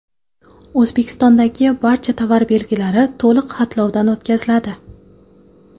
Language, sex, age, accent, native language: Uzbek, female, 18-24, Qoraqalpog'iston, Karakalpak